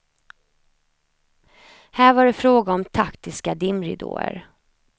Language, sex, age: Swedish, female, 28